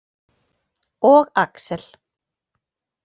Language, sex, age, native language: Icelandic, female, 40-49, Icelandic